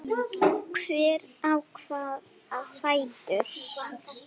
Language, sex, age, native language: Icelandic, female, 8, Icelandic